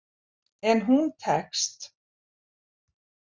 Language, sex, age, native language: Icelandic, female, 70-79, Icelandic